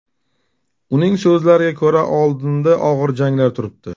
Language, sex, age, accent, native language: Uzbek, male, 35+, Toshkent shahri, Uzbek